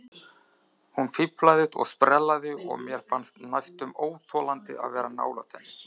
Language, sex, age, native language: Icelandic, male, 30-39, Icelandic